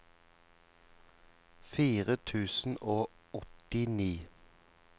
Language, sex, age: Norwegian, male, 34